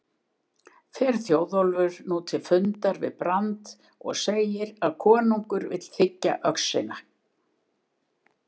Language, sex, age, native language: Icelandic, female, 70-79, Icelandic